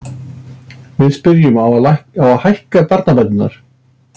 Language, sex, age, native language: Icelandic, male, 60-69, Icelandic